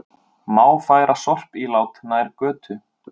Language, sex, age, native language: Icelandic, male, 30-39, Icelandic